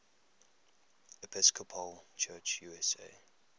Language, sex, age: English, male, 21